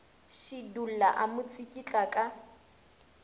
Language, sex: Northern Sotho, female